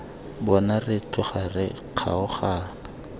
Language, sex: Tswana, male